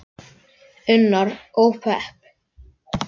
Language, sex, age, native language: Icelandic, male, 10, Icelandic